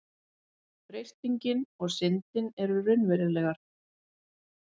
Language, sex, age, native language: Icelandic, female, 50-59, Icelandic